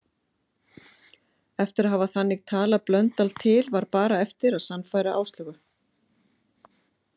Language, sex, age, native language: Icelandic, female, 50-59, Icelandic